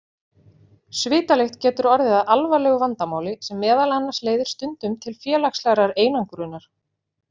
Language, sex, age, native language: Icelandic, female, 40-49, Icelandic